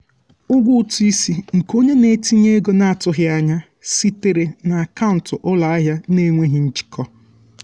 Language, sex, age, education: Igbo, male, 15-29, tertiary